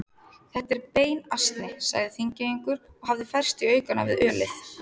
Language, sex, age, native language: Icelandic, female, 30-39, Icelandic